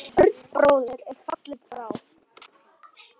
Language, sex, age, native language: Icelandic, male, 10, Icelandic